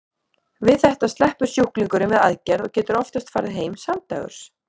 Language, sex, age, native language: Icelandic, female, 30-39, Icelandic